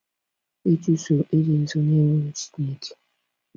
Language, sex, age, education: Igbo, female, 15-29, tertiary